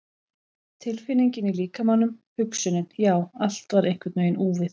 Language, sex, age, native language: Icelandic, female, 11, Icelandic